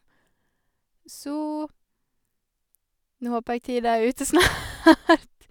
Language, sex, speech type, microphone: Norwegian, female, spontaneous, Sennheiser